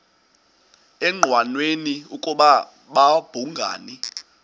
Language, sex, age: Xhosa, male, 20